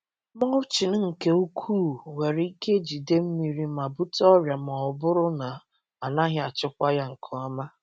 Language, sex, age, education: Igbo, male, 15-29, secondary